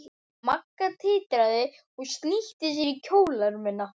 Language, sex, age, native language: Icelandic, female, 11, Icelandic